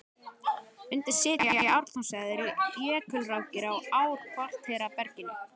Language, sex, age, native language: Icelandic, male, 12, Icelandic